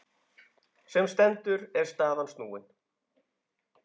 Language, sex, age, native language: Icelandic, male, 10, Icelandic